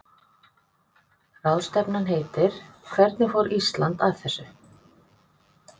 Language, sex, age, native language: Icelandic, female, 50-59, Icelandic